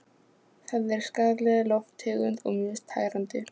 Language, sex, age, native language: Icelandic, female, 15, Polish